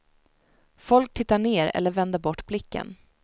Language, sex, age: Swedish, female, 19